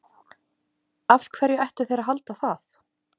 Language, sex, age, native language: Icelandic, female, 20-29, Icelandic